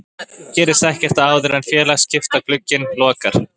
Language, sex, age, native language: Icelandic, male, 20-29, Icelandic